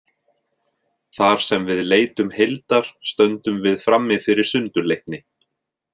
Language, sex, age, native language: Icelandic, male, 30-39, Icelandic